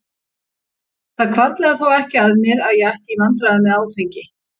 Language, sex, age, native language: Icelandic, female, 50-59, Icelandic